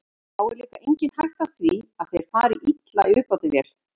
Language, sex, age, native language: Icelandic, female, 50-59, Icelandic